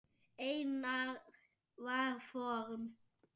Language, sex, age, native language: Icelandic, male, 7, Icelandic